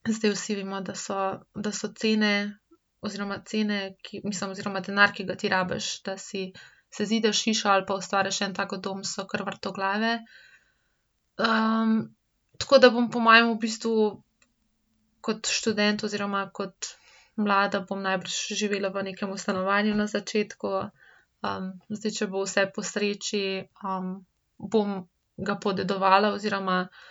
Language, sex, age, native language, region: Slovenian, female, 18-29, Slovenian, Central Slovenia